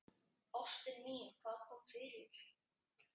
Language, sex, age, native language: Icelandic, male, 10, Icelandic